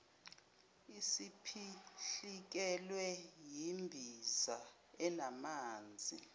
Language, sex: Zulu, female